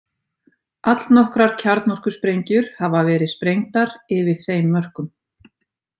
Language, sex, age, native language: Icelandic, female, 50-59, Icelandic